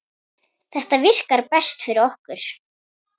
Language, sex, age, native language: Icelandic, female, 10, Icelandic